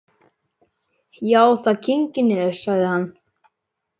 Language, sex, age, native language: Icelandic, male, 11, Icelandic